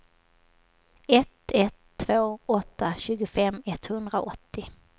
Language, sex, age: Swedish, female, 27